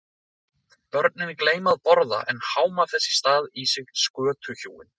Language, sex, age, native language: Icelandic, male, 20-29, Icelandic